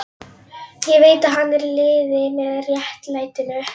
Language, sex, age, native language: Icelandic, female, 11, Icelandic